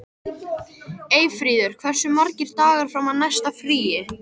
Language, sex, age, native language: Icelandic, female, 13, Icelandic